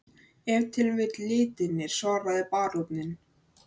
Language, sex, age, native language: Icelandic, male, 13, Icelandic